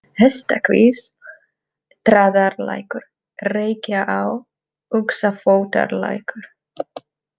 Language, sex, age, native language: Icelandic, female, 30-39, Czech